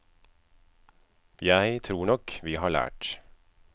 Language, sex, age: Norwegian, male, 36